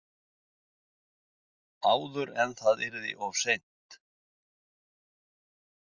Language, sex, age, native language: Icelandic, male, 60-69, Icelandic